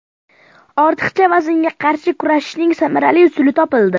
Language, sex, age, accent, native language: Uzbek, male, under 19, Farg'ona, Uzbek